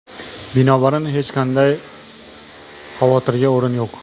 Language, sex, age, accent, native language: Uzbek, male, 25-34, Andijon, Uzbek